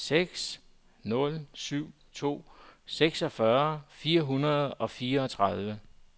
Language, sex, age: Danish, male, 44